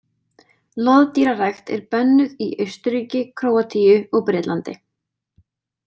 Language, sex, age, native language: Icelandic, female, 20-29, Icelandic